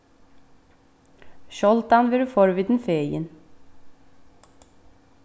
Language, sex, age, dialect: Faroese, female, 15-35, Vágar